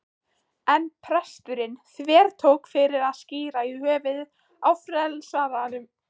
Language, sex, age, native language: Icelandic, female, 15, Icelandic